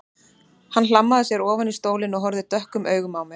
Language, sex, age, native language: Icelandic, female, 30-39, Icelandic